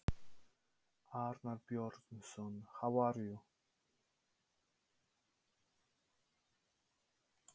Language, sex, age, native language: Icelandic, male, 30-39, Polish